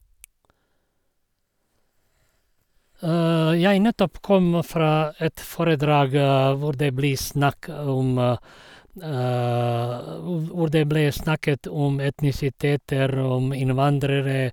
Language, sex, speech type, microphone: Norwegian, male, spontaneous, Sennheiser